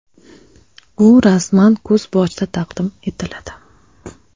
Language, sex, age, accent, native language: Uzbek, female, 25-34, Toshkent shahri, Uzbek